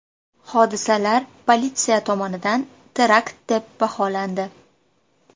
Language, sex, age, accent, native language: Uzbek, female, 25-34, Farg'ona, Uzbek